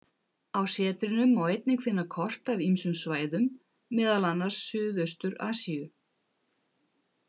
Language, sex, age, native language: Icelandic, female, 50-59, Icelandic